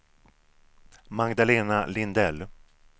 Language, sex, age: Swedish, male, 37